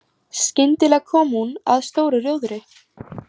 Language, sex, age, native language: Icelandic, female, 18-19, Icelandic